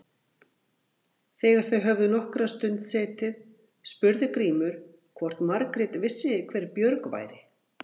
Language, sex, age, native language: Icelandic, female, 40-49, Icelandic